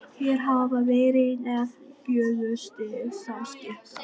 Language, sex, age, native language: Icelandic, male, 11, Vietnamese